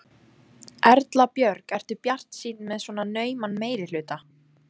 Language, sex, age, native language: Icelandic, female, 14, Icelandic